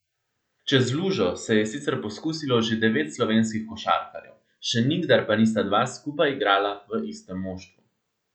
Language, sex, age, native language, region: Slovenian, male, 18-29, Slovenian, Central Slovenia